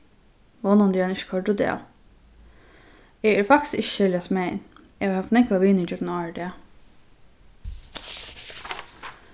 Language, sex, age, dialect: Faroese, female, 15-35, Suðurstreymoy